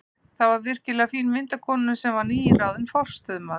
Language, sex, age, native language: Icelandic, female, 50-59, Icelandic